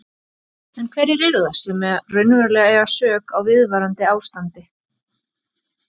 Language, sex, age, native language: Icelandic, female, 40-49, Icelandic